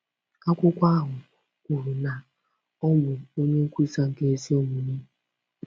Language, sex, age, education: Igbo, female, 15-29, tertiary